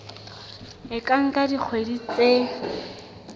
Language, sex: Southern Sotho, female